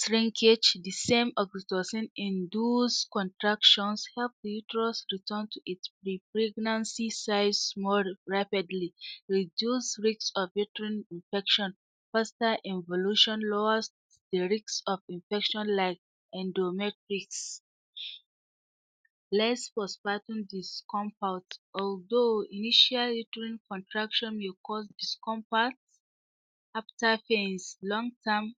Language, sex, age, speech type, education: Hausa, female, 46-60, spontaneous, tertiary